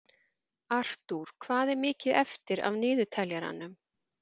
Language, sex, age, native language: Icelandic, female, 40-49, Icelandic